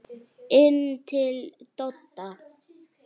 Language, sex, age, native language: Icelandic, female, 9, Icelandic